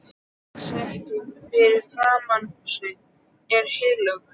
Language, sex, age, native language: Icelandic, male, 12, Icelandic